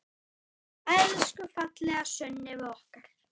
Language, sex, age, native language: Icelandic, male, 9, Icelandic